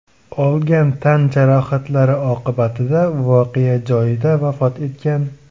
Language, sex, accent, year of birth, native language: Uzbek, male, Samarqand, 2002, Uzbek